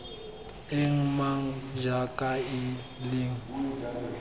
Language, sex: Tswana, male